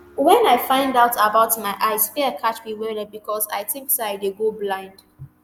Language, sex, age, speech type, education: Nigerian Pidgin, female, 15-29, spontaneous, tertiary